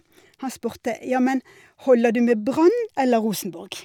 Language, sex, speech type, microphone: Norwegian, female, spontaneous, Shure